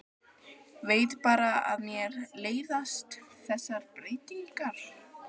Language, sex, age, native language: Icelandic, other, 12, Icelandic